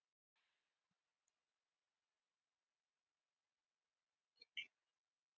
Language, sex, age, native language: Icelandic, female, 30-39, Icelandic